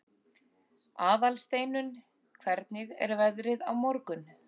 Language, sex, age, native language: Icelandic, female, 30-39, Icelandic